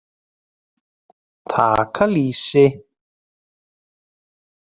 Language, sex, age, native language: Icelandic, male, 30-39, Icelandic